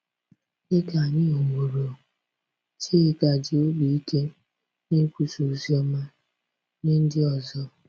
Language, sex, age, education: Igbo, female, 15-29, tertiary